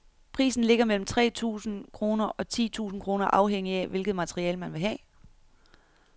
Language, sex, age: Danish, female, 31